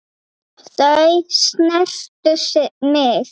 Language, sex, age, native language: Icelandic, female, 8, Icelandic